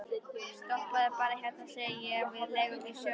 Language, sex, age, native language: Icelandic, female, 13, Icelandic